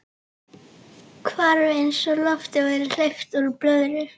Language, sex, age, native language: Icelandic, female, 11, Icelandic